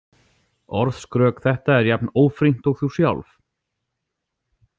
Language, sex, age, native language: Icelandic, male, 40-49, Icelandic